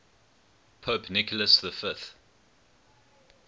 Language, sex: English, male